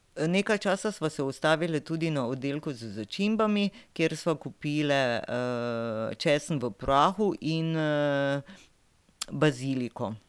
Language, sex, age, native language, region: Slovenian, female, 50-59, Slovenian, Drava region